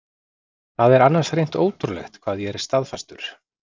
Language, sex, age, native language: Icelandic, male, 40-49, Icelandic